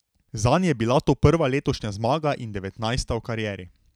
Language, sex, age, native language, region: Slovenian, male, 18-29, Slovenian, Drava region